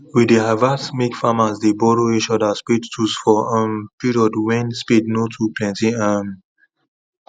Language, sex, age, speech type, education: Nigerian Pidgin, male, 30-45, spontaneous, tertiary